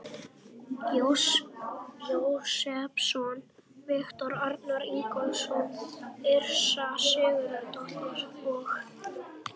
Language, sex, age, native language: Icelandic, male, 11, Icelandic